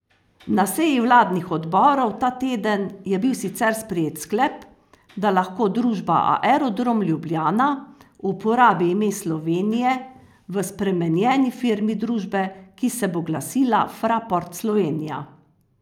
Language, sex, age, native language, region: Slovenian, female, 50-59, Slovenian, Carinthia region